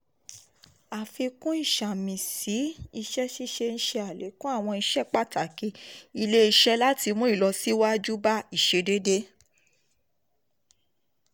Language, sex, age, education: Yoruba, female, 15-29, tertiary